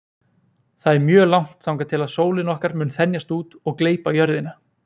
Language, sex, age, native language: Icelandic, male, 20-29, Icelandic